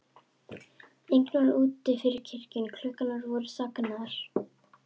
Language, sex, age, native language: Icelandic, female, 11, Icelandic